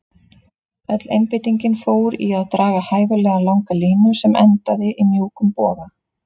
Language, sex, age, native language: Icelandic, female, 30-39, Icelandic